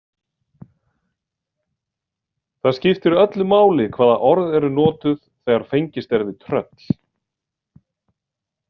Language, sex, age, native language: Icelandic, male, 40-49, Icelandic